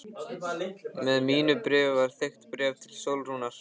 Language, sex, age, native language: Icelandic, male, 15, Icelandic